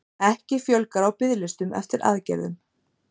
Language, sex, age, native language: Icelandic, female, 30-39, Icelandic